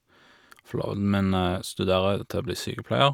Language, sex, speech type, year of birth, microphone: Norwegian, male, spontaneous, 1985, Shure